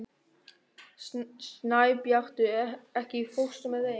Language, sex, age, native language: Icelandic, male, 13, German